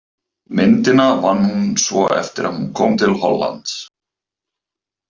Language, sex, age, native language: Icelandic, male, 30-39, Icelandic